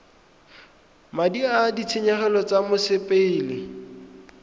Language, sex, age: Tswana, male, 20